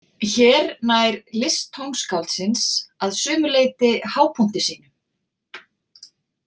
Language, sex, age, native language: Icelandic, female, 40-49, Icelandic